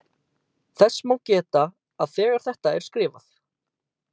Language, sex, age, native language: Icelandic, male, 18-19, Icelandic